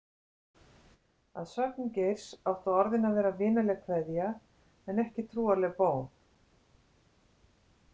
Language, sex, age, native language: Icelandic, female, 60-69, Icelandic